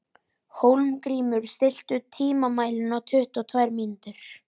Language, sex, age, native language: Icelandic, male, 11, Icelandic